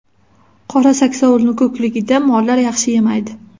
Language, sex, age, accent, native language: Uzbek, female, 18-24, Farg'ona, Uzbek